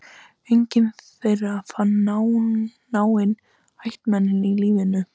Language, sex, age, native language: Icelandic, female, 13, Icelandic